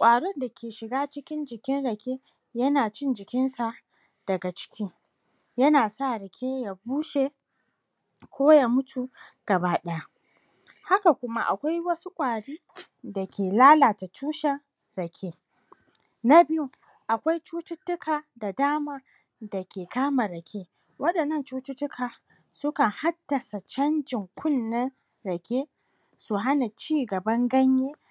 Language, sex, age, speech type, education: Hausa, female, 30-45, spontaneous, tertiary